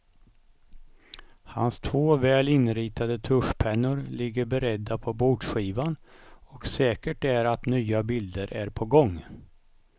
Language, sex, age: Swedish, male, 55